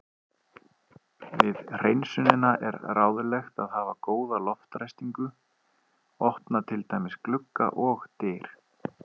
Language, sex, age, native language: Icelandic, male, 30-39, Icelandic